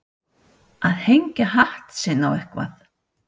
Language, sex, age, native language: Icelandic, female, 60-69, Icelandic